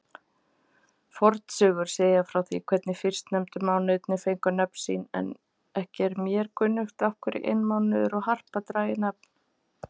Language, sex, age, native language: Icelandic, female, 50-59, Icelandic